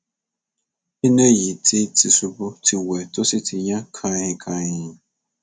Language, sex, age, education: Yoruba, male, 15-29, tertiary